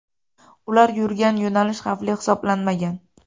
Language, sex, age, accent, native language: Uzbek, female, 18-24, Farg'ona, Uzbek